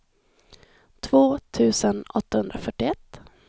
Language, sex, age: Swedish, female, 26